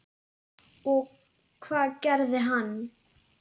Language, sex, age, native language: Icelandic, female, 10, Icelandic